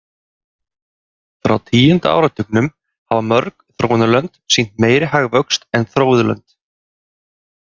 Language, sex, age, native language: Icelandic, male, 30-39, Icelandic